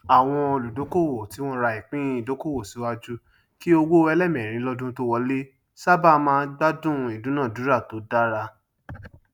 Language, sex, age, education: Yoruba, male, 30-45, tertiary